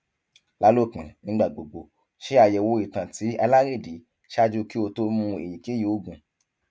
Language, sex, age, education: Yoruba, male, 15-29, tertiary